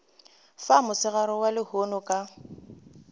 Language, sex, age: Northern Sotho, female, 25